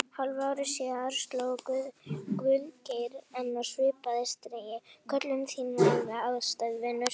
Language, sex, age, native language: Icelandic, female, 18-19, Icelandic